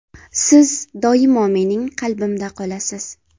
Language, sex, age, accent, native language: Uzbek, female, 18-24, Farg'ona, Uzbek